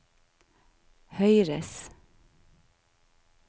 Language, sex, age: Norwegian, female, 49